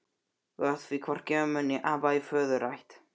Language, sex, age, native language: Icelandic, male, 12, Icelandic